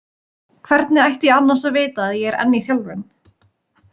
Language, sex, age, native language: Icelandic, female, 20-29, Icelandic